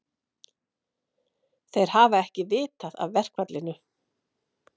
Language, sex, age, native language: Icelandic, female, 50-59, Icelandic